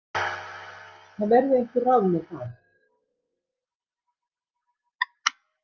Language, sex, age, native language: Icelandic, female, 60-69, Icelandic